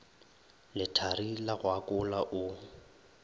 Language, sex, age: Northern Sotho, male, 23